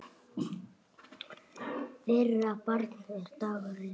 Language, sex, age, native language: Icelandic, male, 8, Icelandic